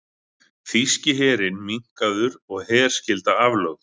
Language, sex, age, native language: Icelandic, male, 40-49, Icelandic